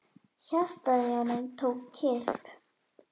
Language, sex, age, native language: Icelandic, female, 10, Icelandic